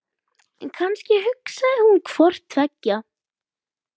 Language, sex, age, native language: Icelandic, female, 12, Icelandic